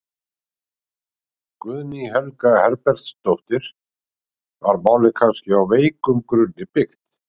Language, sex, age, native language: Icelandic, male, 60-69, Icelandic